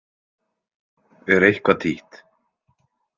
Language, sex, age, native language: Icelandic, male, 20-29, Icelandic